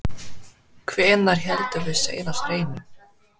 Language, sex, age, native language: Icelandic, male, 10, Icelandic